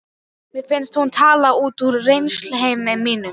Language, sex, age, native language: Icelandic, female, 12, Icelandic